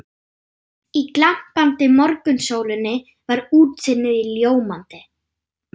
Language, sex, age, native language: Icelandic, female, 9, German